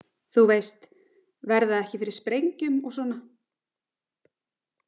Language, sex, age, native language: Icelandic, female, 40-49, Icelandic